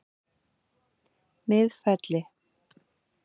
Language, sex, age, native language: Icelandic, female, 50-59, Icelandic